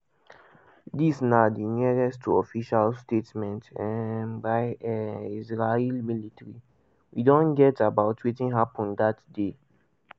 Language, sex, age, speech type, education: Nigerian Pidgin, male, 46-60, spontaneous, tertiary